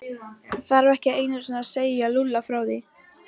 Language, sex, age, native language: Icelandic, female, 12, Icelandic